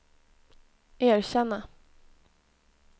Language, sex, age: Swedish, female, 20